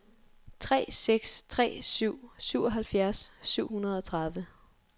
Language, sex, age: Danish, female, 23